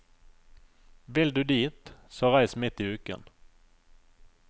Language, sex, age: Norwegian, male, 27